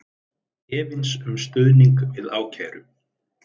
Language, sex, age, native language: Icelandic, male, 30-39, Icelandic